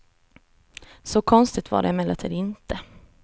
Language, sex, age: Swedish, female, 34